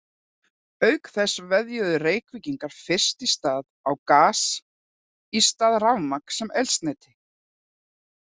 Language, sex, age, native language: Icelandic, female, 40-49, Icelandic